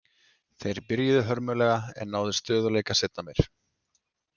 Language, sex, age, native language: Icelandic, male, 30-39, Icelandic